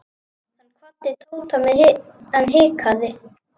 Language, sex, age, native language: Icelandic, female, 10, Icelandic